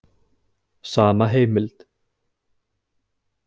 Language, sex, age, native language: Icelandic, male, 20-29, Icelandic